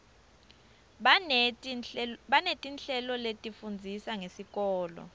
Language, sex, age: Swati, female, 24